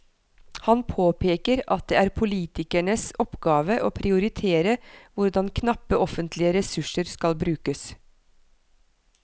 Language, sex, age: Norwegian, female, 43